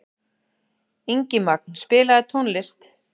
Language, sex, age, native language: Icelandic, female, 11, Icelandic